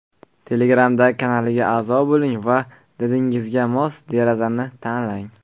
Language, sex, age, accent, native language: Uzbek, male, 19-29, Qashqadaryo, Uzbek